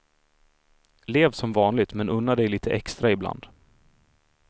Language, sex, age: Swedish, male, 26